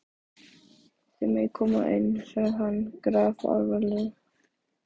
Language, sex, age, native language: Icelandic, male, 12, Icelandic